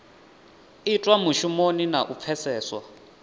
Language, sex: Venda, male